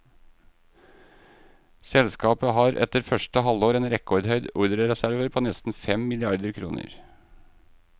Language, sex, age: Norwegian, male, 38